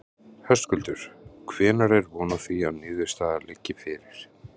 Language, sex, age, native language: Icelandic, male, 30-39, Icelandic